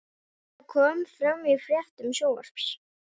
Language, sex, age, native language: Icelandic, female, 18-19, Icelandic